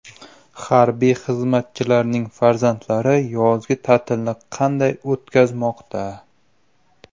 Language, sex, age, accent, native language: Uzbek, male, 18-24, Samarqand, Uzbek